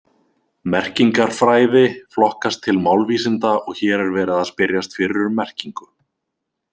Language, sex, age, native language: Icelandic, male, 20-29, Icelandic